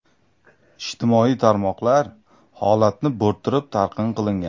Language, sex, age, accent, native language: Uzbek, male, 25-34, Toshkent viloyati, Uzbek